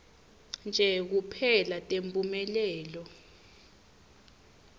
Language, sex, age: Swati, female, 20